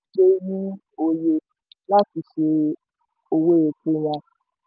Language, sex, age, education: Yoruba, female, 15-29, tertiary